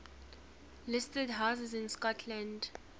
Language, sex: English, female